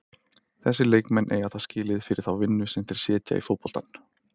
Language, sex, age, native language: Icelandic, male, 30-39, Icelandic